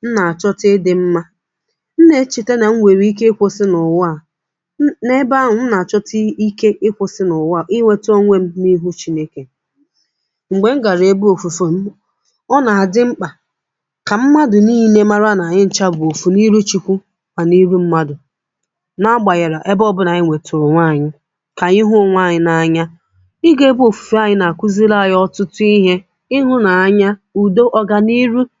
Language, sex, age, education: Igbo, female, 15-29, secondary